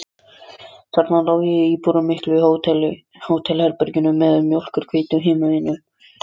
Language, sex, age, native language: Icelandic, other, 13, Icelandic